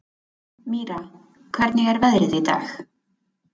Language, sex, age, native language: Icelandic, female, 20-29, Icelandic